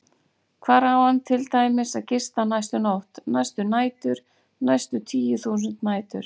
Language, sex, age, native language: Icelandic, female, 40-49, Icelandic